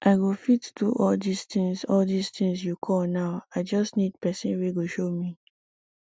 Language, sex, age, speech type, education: Nigerian Pidgin, female, 15-29, spontaneous, tertiary